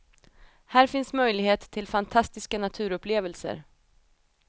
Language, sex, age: Swedish, female, 28